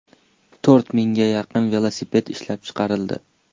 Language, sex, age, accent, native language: Uzbek, male, 18-24, Toshkent shahri, Uzbek